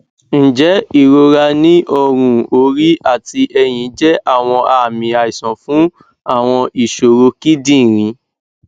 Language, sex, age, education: Yoruba, male, 15-29, tertiary